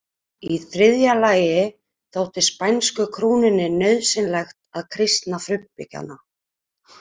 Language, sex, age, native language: Icelandic, female, 30-39, Icelandic